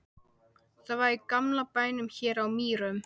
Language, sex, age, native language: Icelandic, male, 12, Icelandic